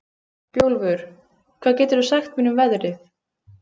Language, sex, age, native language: Icelandic, female, 15, Icelandic